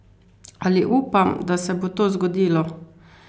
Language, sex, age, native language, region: Slovenian, female, 50-59, Slovenian, Carinthia region